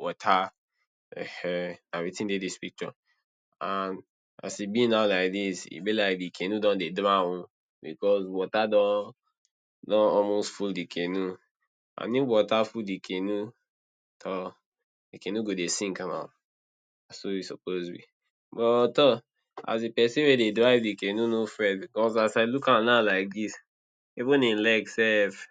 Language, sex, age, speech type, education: Nigerian Pidgin, male, 30-45, spontaneous, tertiary